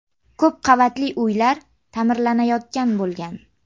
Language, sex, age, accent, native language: Uzbek, female, under 19, Namangan, Uzbek